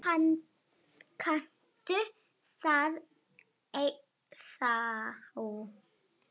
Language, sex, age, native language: Icelandic, female, 7, Lithuanian